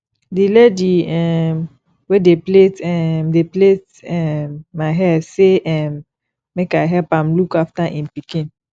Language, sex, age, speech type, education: Nigerian Pidgin, female, 15-29, spontaneous, tertiary